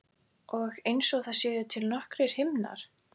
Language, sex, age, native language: Icelandic, female, 14, Icelandic